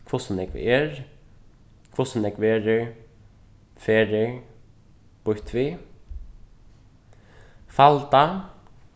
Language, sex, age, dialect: Faroese, male, 15-35, Suðurstreymoy